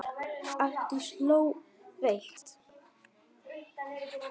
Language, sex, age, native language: Icelandic, male, 9, Icelandic